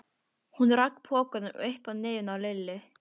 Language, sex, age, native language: Icelandic, female, 12, Icelandic